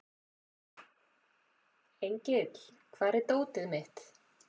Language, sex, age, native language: Icelandic, female, 40-49, Icelandic